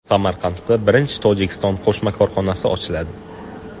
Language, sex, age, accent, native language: Uzbek, male, 18-24, Qashqadaryo, Uzbek